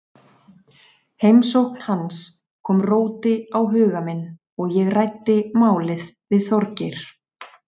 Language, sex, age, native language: Icelandic, female, 30-39, Icelandic